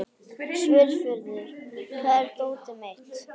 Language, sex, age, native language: Icelandic, female, 11, Icelandic